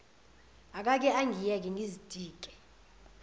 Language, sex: Zulu, female